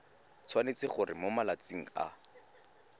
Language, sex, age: Tswana, male, 19